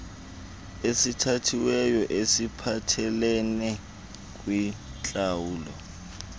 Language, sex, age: Xhosa, male, 20